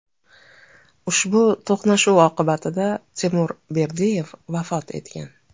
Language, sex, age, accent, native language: Uzbek, female, 35+, Toshkent viloyati, Uzbek